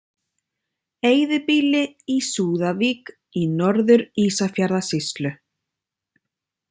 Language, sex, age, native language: Icelandic, female, 30-39, Icelandic